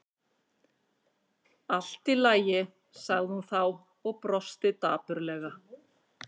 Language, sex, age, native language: Icelandic, female, 50-59, Icelandic